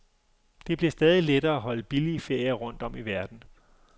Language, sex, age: Danish, male, 35